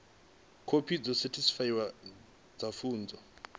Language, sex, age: Venda, male, 25